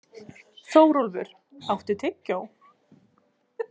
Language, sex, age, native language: Icelandic, female, 20-29, Icelandic